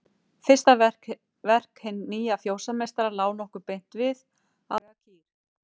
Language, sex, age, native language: Icelandic, female, 40-49, Icelandic